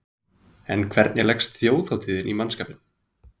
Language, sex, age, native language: Icelandic, male, 20-29, Icelandic